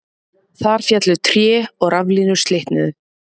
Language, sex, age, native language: Icelandic, female, 30-39, Icelandic